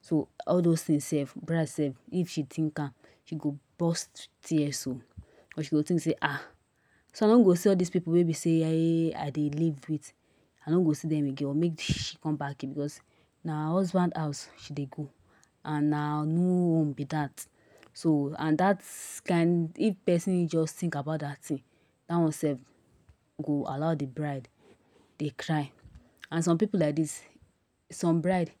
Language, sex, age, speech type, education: Nigerian Pidgin, female, 60+, spontaneous, tertiary